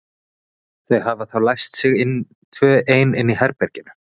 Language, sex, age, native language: Icelandic, male, 30-39, Icelandic